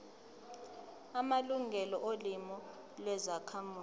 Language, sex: Zulu, female